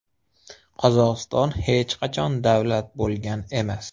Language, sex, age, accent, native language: Uzbek, male, 25-34, Xorazm, Uzbek